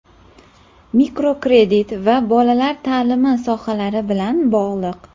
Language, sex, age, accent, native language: Uzbek, female, under 19, Farg'ona, Uzbek